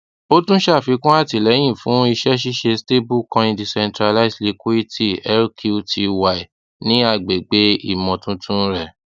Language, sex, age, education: Yoruba, male, 30-45, tertiary